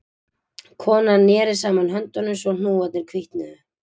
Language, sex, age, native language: Icelandic, female, 20-29, Icelandic